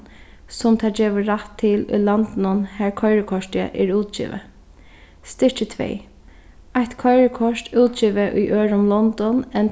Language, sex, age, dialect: Faroese, female, 15-35, Sandoy